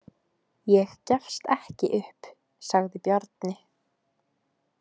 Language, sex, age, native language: Icelandic, female, 18-19, Icelandic